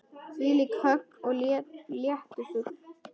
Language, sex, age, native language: Icelandic, male, 10, Icelandic